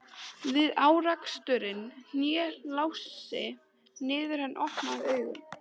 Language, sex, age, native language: Icelandic, female, 13, Icelandic